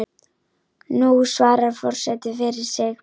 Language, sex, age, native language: Icelandic, female, 10, Icelandic